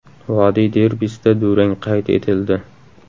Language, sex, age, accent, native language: Uzbek, male, 18-24, Samarqand, Uzbek